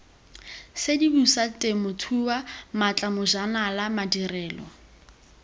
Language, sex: Tswana, female